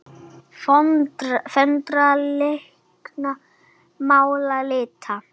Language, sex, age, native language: Icelandic, female, 9, Icelandic